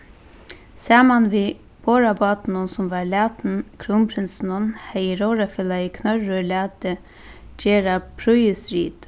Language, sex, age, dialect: Faroese, female, 15-35, Suðuroy